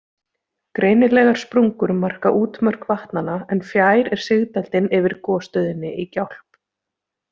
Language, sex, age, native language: Icelandic, female, 30-39, Icelandic